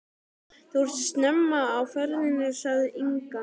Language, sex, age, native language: Icelandic, male, 12, Icelandic